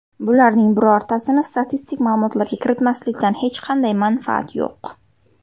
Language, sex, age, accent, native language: Uzbek, female, 18-24, Surxondaryo, Uzbek